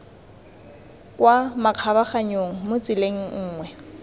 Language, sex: Tswana, female